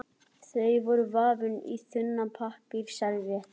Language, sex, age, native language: Icelandic, other, 11, Icelandic